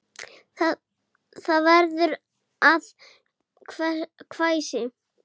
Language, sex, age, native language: Icelandic, female, 6, Icelandic